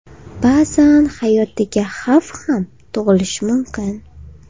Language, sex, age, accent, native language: Uzbek, female, 18-24, Farg'ona, Uzbek